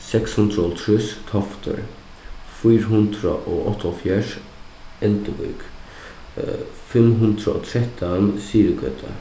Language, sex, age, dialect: Faroese, male, 15-35, Suðuroy